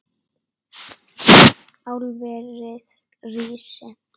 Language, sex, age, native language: Icelandic, female, 9, Icelandic